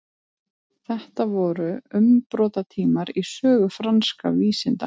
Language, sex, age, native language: Icelandic, female, 30-39, Icelandic